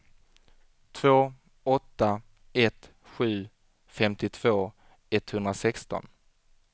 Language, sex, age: Swedish, male, 25